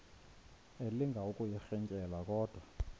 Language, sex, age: Xhosa, male, 21